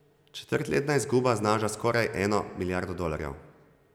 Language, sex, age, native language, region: Slovenian, male, 30-49, Slovenian, Zasavska region